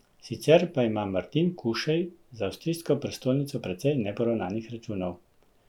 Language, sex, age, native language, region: Slovenian, male, 50-59, Slovenian, Central Slovenia